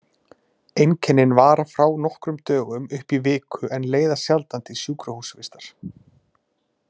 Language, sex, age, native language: Icelandic, male, 20-29, Icelandic